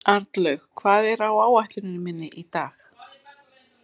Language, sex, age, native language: Icelandic, female, 40-49, Icelandic